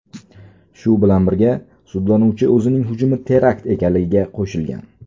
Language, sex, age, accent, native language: Uzbek, male, 19-29, Buxoro, Uzbek